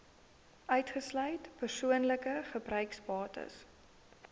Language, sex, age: Afrikaans, female, 19